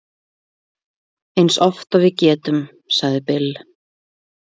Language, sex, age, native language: Icelandic, female, 20-29, Icelandic